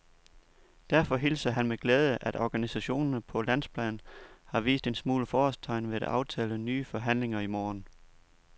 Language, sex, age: Danish, male, 29